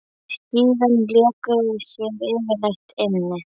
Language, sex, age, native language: Icelandic, female, 11, Icelandic